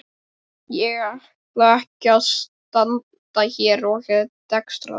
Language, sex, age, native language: Icelandic, male, 12, Icelandic